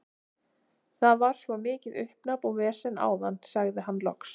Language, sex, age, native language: Icelandic, female, 30-39, Icelandic